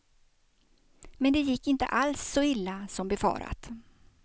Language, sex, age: Swedish, female, 56